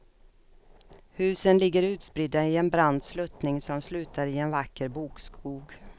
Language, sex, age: Swedish, female, 56